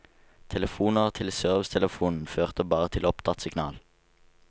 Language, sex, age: Norwegian, male, 19